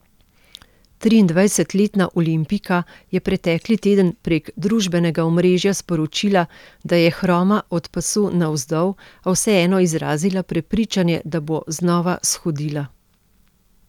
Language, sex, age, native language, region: Slovenian, female, 50-59, Slovenian, Central Slovenia